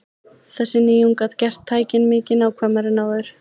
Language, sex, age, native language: Icelandic, female, 20-29, Icelandic